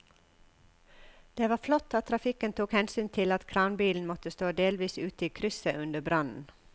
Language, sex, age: Norwegian, female, 54